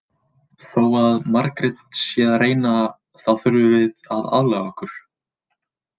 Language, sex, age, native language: Icelandic, male, 20-29, Icelandic